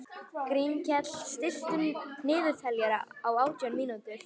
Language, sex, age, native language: Icelandic, female, 18-19, Icelandic